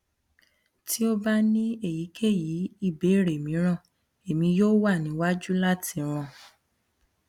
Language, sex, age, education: Yoruba, female, 15-29, tertiary